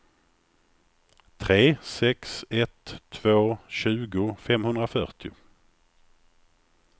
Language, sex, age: Swedish, male, 49